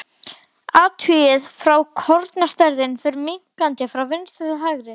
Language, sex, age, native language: Icelandic, male, 12, Icelandic